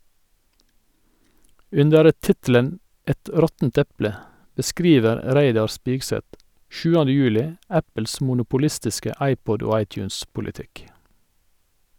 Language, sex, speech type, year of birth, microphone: Norwegian, male, read, 1961, Sennheiser